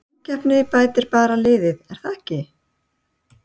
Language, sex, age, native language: Icelandic, female, 60-69, Icelandic